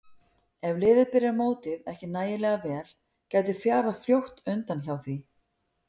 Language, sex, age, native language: Icelandic, female, 50-59, Icelandic